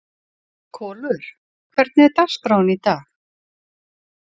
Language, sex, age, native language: Icelandic, female, 40-49, Icelandic